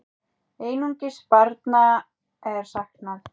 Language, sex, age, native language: Icelandic, female, 30-39, Icelandic